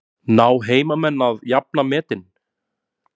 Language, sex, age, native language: Icelandic, male, 30-39, Icelandic